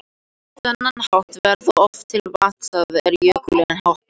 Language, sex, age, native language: Icelandic, other, 18-19, Icelandic